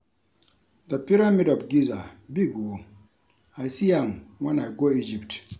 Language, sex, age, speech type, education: Nigerian Pidgin, male, 46-60, read, tertiary